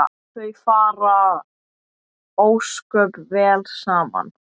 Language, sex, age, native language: Icelandic, male, 8, Icelandic